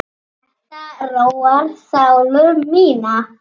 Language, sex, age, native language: Icelandic, female, 7, Icelandic